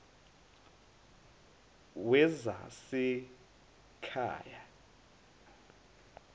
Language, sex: Zulu, male